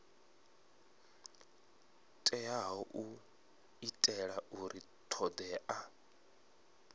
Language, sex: Venda, male